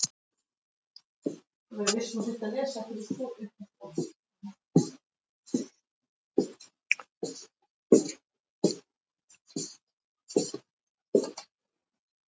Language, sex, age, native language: Icelandic, male, 70-79, Icelandic